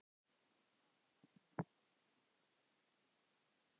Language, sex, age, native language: Icelandic, male, 10, Icelandic